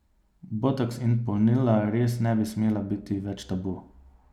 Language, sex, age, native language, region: Slovenian, male, 30-49, Slovenian, Savinja region